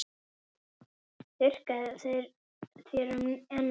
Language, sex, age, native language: Icelandic, female, 8, Icelandic